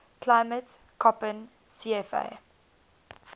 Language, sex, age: English, female, 19